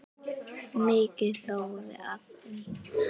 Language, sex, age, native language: Icelandic, female, 9, Icelandic